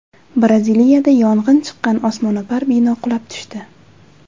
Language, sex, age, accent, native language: Uzbek, female, 18-24, Jizzax, Uzbek